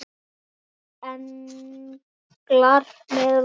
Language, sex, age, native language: Icelandic, male, 8, Icelandic